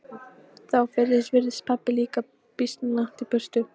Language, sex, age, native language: Icelandic, female, 13, Polish